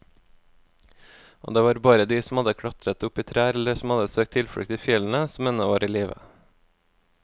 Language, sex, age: Norwegian, male, 24